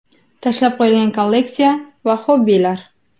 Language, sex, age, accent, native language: Uzbek, female, 19-29, Farg'ona, Uzbek